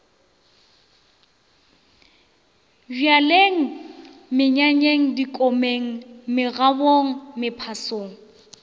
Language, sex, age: Northern Sotho, female, 24